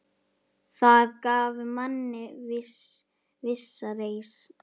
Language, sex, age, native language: Icelandic, female, 10, Icelandic